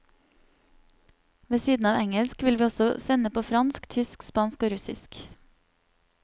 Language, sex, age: Norwegian, female, 27